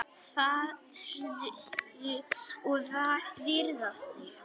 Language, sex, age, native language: Icelandic, female, 10, Icelandic